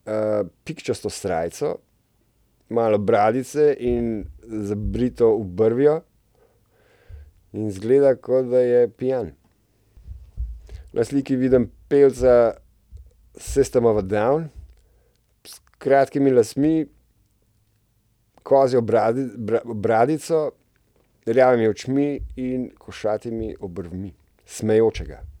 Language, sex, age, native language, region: Slovenian, male, 30-49, Slovenian, Central Slovenia